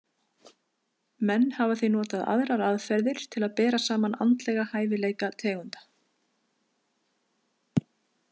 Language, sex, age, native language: Icelandic, female, 50-59, Icelandic